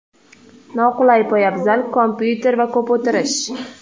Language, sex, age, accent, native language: Uzbek, female, 25-34, Toshkent shahri, Uzbek